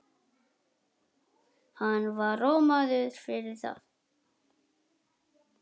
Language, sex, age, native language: Icelandic, male, 6, Icelandic